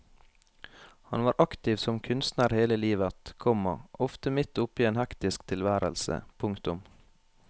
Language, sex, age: Norwegian, male, 21